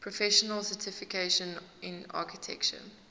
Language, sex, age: English, female, 19